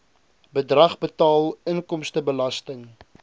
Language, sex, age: Afrikaans, male, 20